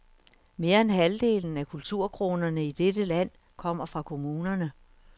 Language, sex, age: Danish, female, 61